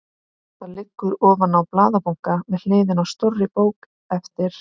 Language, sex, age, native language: Icelandic, female, 18-19, Icelandic